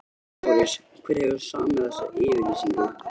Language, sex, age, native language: Icelandic, male, 13, Icelandic